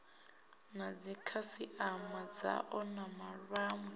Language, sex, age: Venda, female, 19